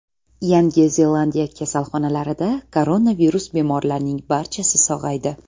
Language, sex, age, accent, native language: Uzbek, female, 18-24, Toshkent viloyati, Uzbek